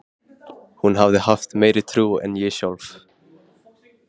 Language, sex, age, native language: Icelandic, male, 15, Icelandic